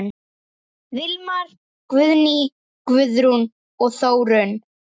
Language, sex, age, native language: Icelandic, female, 10, Icelandic